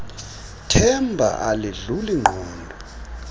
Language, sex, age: Xhosa, male, 32